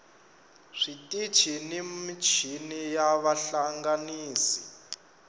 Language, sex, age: Tsonga, male, 25